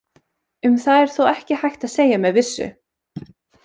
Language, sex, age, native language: Icelandic, female, 20-29, Icelandic